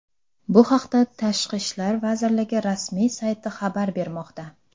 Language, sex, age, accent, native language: Uzbek, female, under 19, Samarqand, Uzbek